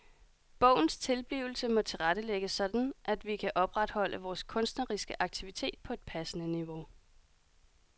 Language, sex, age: Danish, female, 30